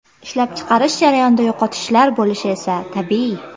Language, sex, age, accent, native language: Uzbek, female, 25-34, Toshkent shahri, Uzbek